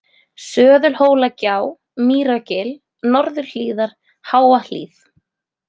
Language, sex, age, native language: Icelandic, female, 20-29, Icelandic